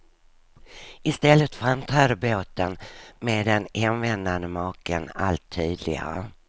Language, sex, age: Swedish, female, 59